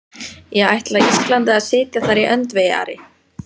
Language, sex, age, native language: Icelandic, female, 14, Icelandic